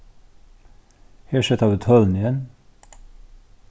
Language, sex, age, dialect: Faroese, male, 36-60, Norðurstreymoy/Eysturoy